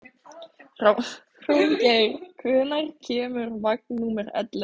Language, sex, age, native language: Icelandic, female, 15, Icelandic